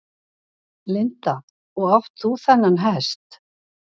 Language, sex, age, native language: Icelandic, female, 60-69, Icelandic